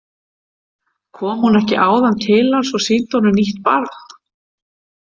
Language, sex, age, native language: Icelandic, female, 50-59, Icelandic